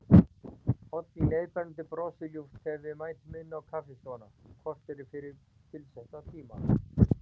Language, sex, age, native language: Icelandic, male, 40-49, Icelandic